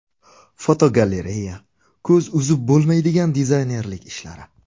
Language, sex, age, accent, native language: Uzbek, male, 25-34, Surxondaryo, Uzbek